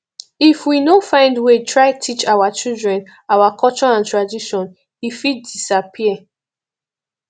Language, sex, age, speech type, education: Nigerian Pidgin, female, 15-29, spontaneous, tertiary